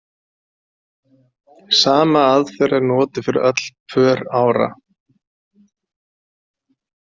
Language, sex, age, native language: Icelandic, male, 40-49, Icelandic